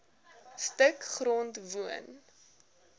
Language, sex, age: Afrikaans, female, 19